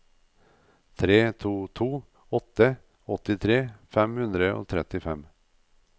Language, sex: Norwegian, male